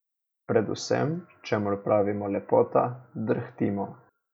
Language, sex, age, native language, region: Slovenian, male, 18-29, Slovenian, Coastal Karst region